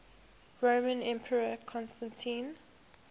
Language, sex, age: English, female, 21